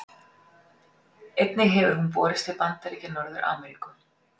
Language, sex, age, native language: Icelandic, female, 40-49, Icelandic